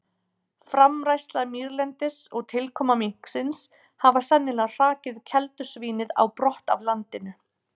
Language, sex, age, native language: Icelandic, female, 30-39, Icelandic